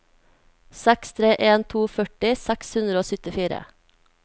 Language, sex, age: Norwegian, female, 24